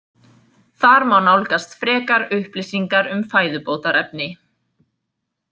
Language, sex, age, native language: Icelandic, female, 20-29, Icelandic